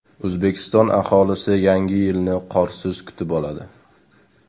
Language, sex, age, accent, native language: Uzbek, male, 18-24, Sirdaryo, Uzbek